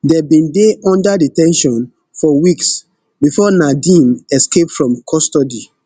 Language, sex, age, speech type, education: Nigerian Pidgin, male, 15-29, spontaneous, tertiary